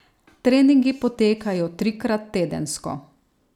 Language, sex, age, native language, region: Slovenian, female, 30-49, Slovenian, Savinja region